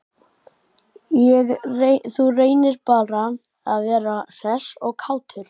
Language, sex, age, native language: Icelandic, male, 12, Icelandic